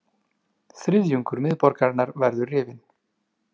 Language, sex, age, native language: Icelandic, male, 30-39, Icelandic